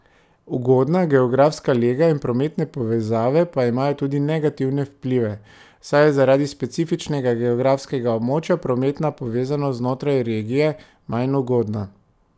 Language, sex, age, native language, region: Slovenian, male, 30-49, Slovenian, Drava region